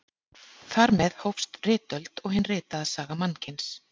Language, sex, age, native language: Icelandic, female, 40-49, Icelandic